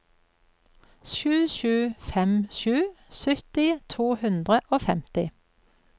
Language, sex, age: Norwegian, female, 44